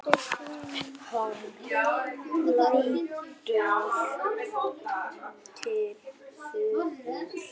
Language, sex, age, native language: Icelandic, male, 7, Icelandic